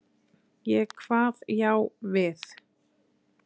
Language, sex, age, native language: Icelandic, female, 20-29, Icelandic